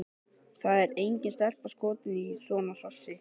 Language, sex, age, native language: Icelandic, male, 12, Icelandic